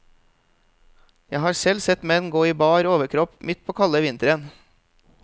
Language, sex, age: Norwegian, male, 32